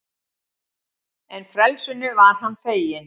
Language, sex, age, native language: Icelandic, female, 60-69, Icelandic